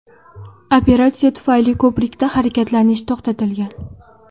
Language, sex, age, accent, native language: Uzbek, female, under 19, Toshkent viloyati, Uzbek